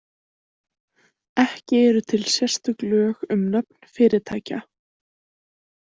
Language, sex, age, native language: Icelandic, female, 18-19, Icelandic